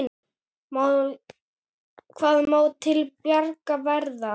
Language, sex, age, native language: Icelandic, male, 8, Icelandic